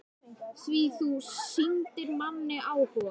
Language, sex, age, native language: Icelandic, male, 10, Icelandic